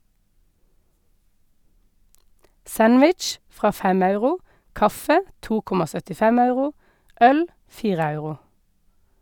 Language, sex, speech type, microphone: Norwegian, female, read, Sennheiser